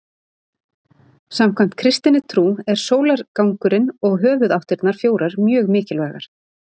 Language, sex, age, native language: Icelandic, female, 30-39, Icelandic